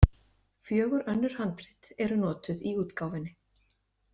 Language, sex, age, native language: Icelandic, female, 30-39, Icelandic